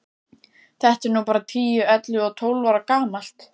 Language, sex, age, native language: Icelandic, female, 14, Icelandic